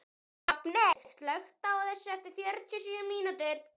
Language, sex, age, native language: Icelandic, female, 12, Icelandic